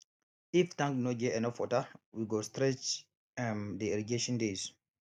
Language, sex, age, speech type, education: Nigerian Pidgin, male, 15-29, spontaneous, tertiary